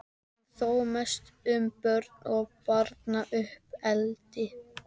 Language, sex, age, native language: Icelandic, male, 12, Icelandic